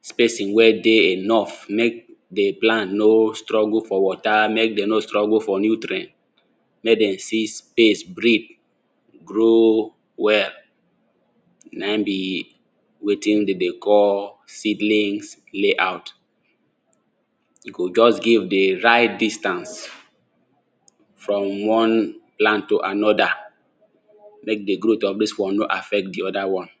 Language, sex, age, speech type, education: Nigerian Pidgin, male, 15-29, spontaneous, tertiary